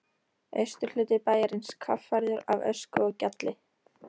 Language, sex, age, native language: Icelandic, female, 13, Icelandic